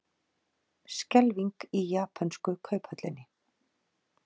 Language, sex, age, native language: Icelandic, female, 40-49, Icelandic